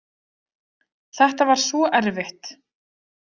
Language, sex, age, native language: Icelandic, female, 30-39, Icelandic